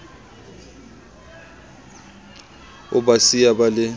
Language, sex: Southern Sotho, male